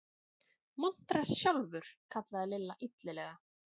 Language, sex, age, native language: Icelandic, female, 30-39, Icelandic